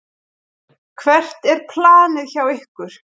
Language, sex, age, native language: Icelandic, female, 40-49, Icelandic